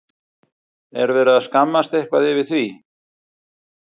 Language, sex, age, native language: Icelandic, male, 60-69, Icelandic